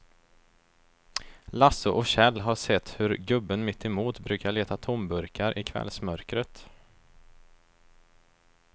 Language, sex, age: Swedish, male, 23